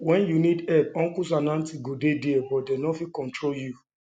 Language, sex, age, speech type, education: Nigerian Pidgin, male, 30-45, spontaneous, tertiary